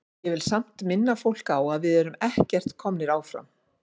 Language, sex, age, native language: Icelandic, female, 50-59, Icelandic